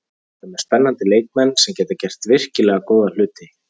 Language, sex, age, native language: Icelandic, male, 30-39, Icelandic